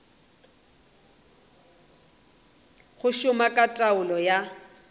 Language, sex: Northern Sotho, female